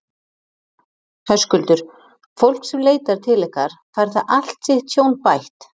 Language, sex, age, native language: Icelandic, female, 30-39, Icelandic